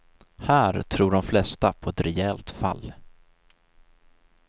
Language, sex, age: Swedish, male, 19